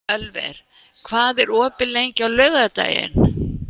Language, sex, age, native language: Icelandic, female, 70-79, Icelandic